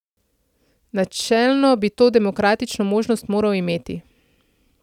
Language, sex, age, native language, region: Slovenian, female, 30-49, Slovenian, Central Slovenia